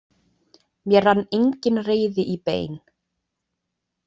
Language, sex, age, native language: Icelandic, female, 20-29, Icelandic